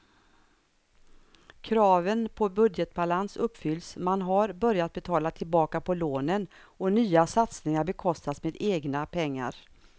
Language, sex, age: Swedish, female, 59